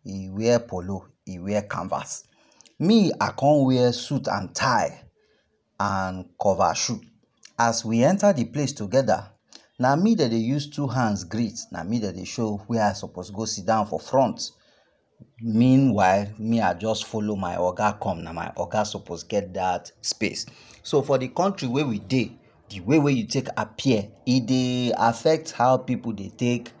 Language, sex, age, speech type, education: Nigerian Pidgin, male, 30-45, spontaneous, tertiary